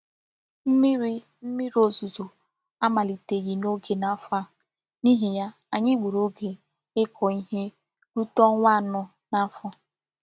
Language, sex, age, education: Igbo, female, 15-29, tertiary